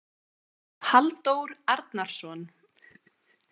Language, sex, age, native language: Icelandic, female, 20-29, Icelandic